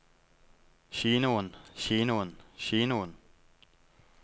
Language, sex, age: Norwegian, male, 19